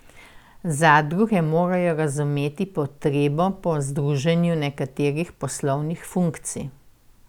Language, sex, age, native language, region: Slovenian, female, 60+, Slovenian, Central Slovenia